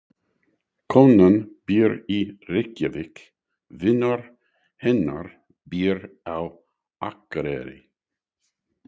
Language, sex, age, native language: Icelandic, male, 60-69, English